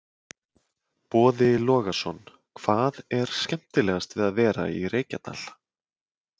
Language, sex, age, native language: Icelandic, male, 40-49, Icelandic